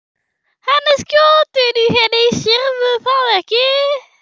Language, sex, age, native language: Icelandic, male, 12, German